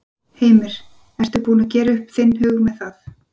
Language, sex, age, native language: Icelandic, female, 40-49, Icelandic